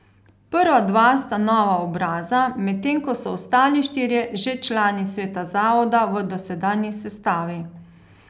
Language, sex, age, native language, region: Slovenian, female, 30-49, Slovenian, Carinthia region